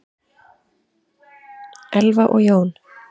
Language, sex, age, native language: Icelandic, female, 30-39, Icelandic